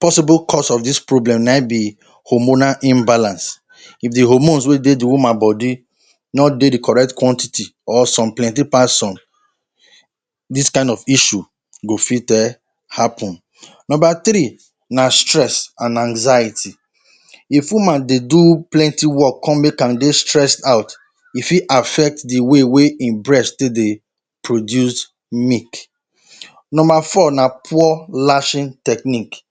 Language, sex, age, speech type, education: Nigerian Pidgin, male, 30-45, spontaneous, tertiary